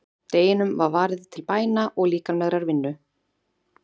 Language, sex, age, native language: Icelandic, female, 30-39, Icelandic